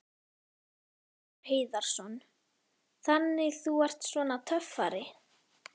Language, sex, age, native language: Icelandic, female, 11, Icelandic